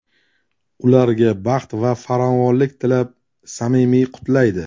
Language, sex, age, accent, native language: Uzbek, male, 35+, Toshkent shahri, Uzbek